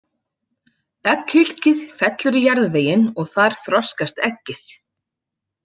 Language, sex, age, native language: Icelandic, female, 40-49, Icelandic